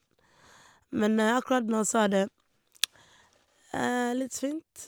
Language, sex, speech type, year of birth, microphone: Norwegian, female, spontaneous, 1988, Shure